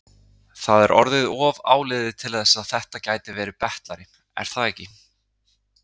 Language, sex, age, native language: Icelandic, male, 30-39, Icelandic